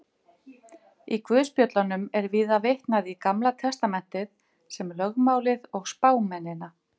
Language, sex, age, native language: Icelandic, female, 50-59, Icelandic